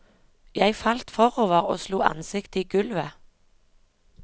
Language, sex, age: Norwegian, female, 36